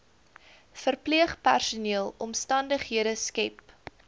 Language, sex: Afrikaans, female